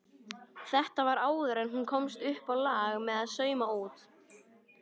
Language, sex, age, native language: Icelandic, female, 18-19, Icelandic